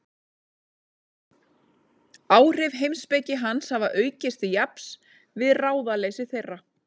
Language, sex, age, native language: Icelandic, female, 30-39, Icelandic